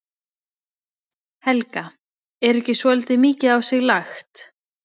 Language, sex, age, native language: Icelandic, female, 20-29, Icelandic